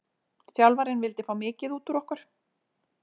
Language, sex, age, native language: Icelandic, female, 40-49, Icelandic